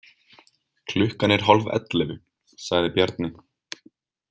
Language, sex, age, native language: Icelandic, male, 20-29, Icelandic